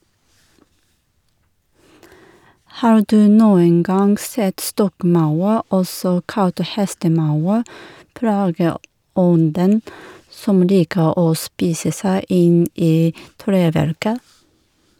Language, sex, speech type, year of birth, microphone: Norwegian, female, read, 1978, Shure